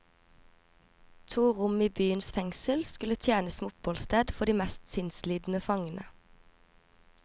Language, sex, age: Norwegian, female, 24